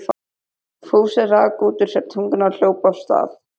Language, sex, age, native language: Icelandic, male, 13, Icelandic